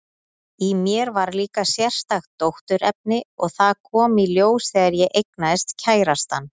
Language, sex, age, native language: Icelandic, female, 30-39, Icelandic